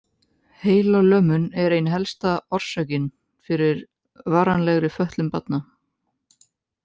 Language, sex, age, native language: Icelandic, male, 18-19, Icelandic